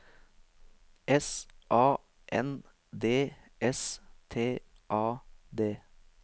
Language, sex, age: Norwegian, male, 23